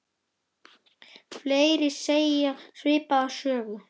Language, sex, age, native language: Icelandic, male, 10, Icelandic